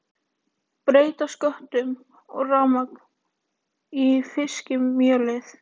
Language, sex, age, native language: Icelandic, female, 18-19, Icelandic